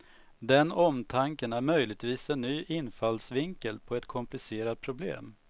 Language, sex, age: Swedish, male, 45